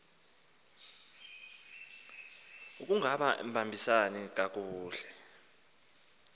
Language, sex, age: Xhosa, male, 19